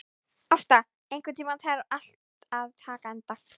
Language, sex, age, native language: Icelandic, female, 11, Icelandic